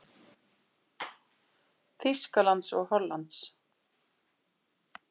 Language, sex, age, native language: Icelandic, female, 40-49, Icelandic